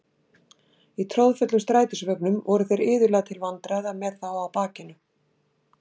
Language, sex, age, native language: Icelandic, female, 60-69, Icelandic